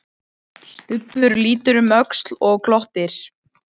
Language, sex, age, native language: Icelandic, female, 15, Icelandic